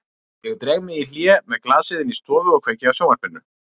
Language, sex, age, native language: Icelandic, male, 30-39, Icelandic